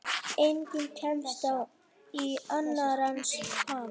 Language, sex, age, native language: Icelandic, male, 8, Icelandic